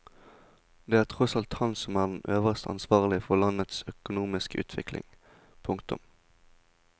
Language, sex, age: Norwegian, male, 20